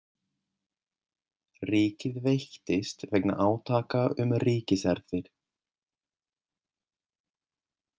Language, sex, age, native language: Icelandic, male, 20-29, Swedish